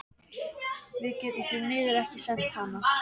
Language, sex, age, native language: Icelandic, male, 13, Icelandic